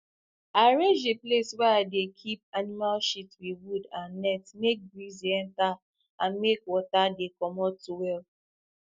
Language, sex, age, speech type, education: Nigerian Pidgin, female, 15-29, spontaneous, tertiary